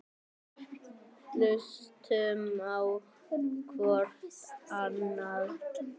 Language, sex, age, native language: Icelandic, male, 8, Icelandic